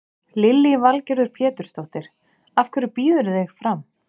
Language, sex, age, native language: Icelandic, female, 30-39, Icelandic